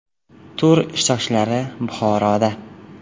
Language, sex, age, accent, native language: Uzbek, male, 18-24, Jizzax, Uzbek